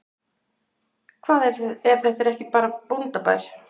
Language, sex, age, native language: Icelandic, female, 60-69, Icelandic